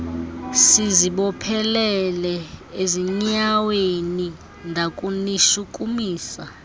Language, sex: Xhosa, female